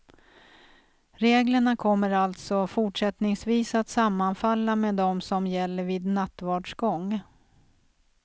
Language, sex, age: Swedish, female, 46